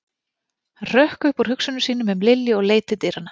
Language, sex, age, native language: Icelandic, female, 40-49, Icelandic